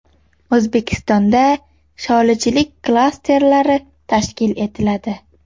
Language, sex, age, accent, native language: Uzbek, female, under 19, Toshkent shahri, Uzbek